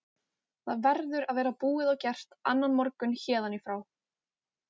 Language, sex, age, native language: Icelandic, female, 18-19, Icelandic